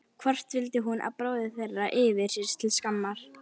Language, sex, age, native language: Icelandic, female, 11, Icelandic